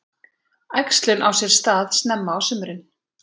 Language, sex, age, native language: Icelandic, female, 40-49, Icelandic